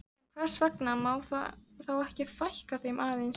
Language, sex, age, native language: Icelandic, female, 13, Icelandic